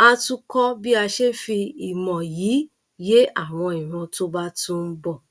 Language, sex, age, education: Yoruba, female, 30-45, tertiary